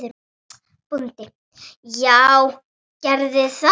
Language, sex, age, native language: Icelandic, female, 8, Icelandic